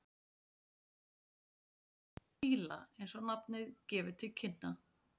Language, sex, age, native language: Icelandic, female, 40-49, Icelandic